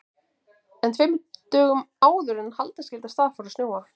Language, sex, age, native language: Icelandic, female, 20-29, Icelandic